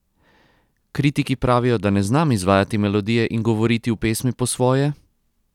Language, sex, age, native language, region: Slovenian, male, 30-49, Croatian, Posavska region